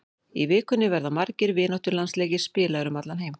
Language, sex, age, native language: Icelandic, female, 40-49, Icelandic